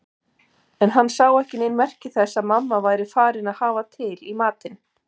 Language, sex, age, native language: Icelandic, female, 50-59, Icelandic